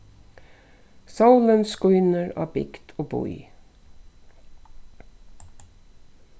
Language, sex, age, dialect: Faroese, female, 36-60, Suðurstreymoy